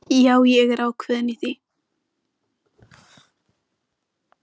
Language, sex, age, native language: Icelandic, male, 14, Icelandic